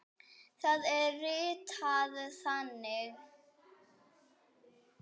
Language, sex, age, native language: Icelandic, female, 8, Icelandic